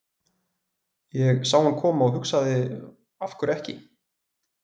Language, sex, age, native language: Icelandic, male, 20-29, Icelandic